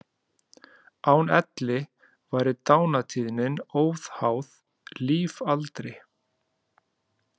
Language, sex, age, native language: Icelandic, male, 30-39, Icelandic